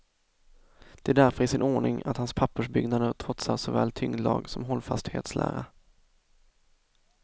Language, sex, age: Swedish, male, 24